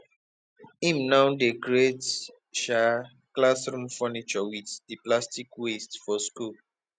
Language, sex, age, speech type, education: Nigerian Pidgin, male, 15-29, spontaneous, tertiary